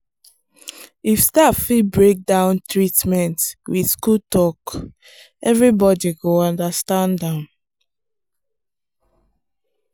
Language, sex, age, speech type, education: Nigerian Pidgin, female, 15-29, spontaneous, tertiary